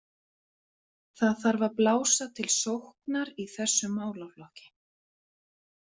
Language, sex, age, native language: Icelandic, female, 40-49, Icelandic